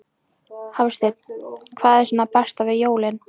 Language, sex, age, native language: Icelandic, female, 14, Icelandic